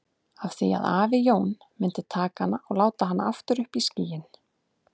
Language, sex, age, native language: Icelandic, female, 30-39, Icelandic